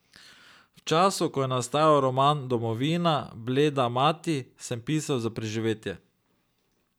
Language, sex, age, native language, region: Slovenian, male, 30-49, Slovenian, Drava region